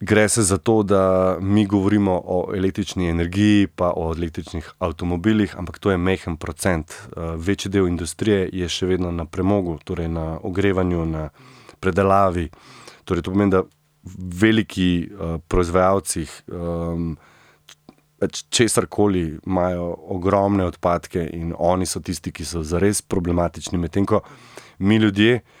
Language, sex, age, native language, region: Slovenian, male, 30-49, Slovenian, Central Slovenia